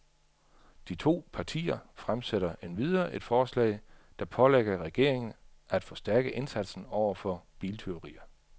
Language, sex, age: Danish, male, 38